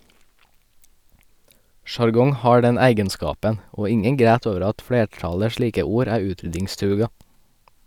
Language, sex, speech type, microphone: Norwegian, male, read, Sennheiser